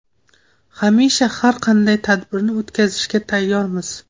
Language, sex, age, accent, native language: Uzbek, female, 18-24, Toshkent viloyati, Uzbek